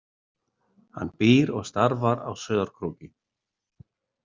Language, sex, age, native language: Icelandic, male, 60-69, Icelandic